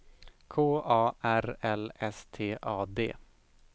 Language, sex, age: Swedish, male, 17